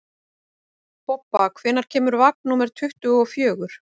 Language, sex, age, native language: Icelandic, female, 40-49, Icelandic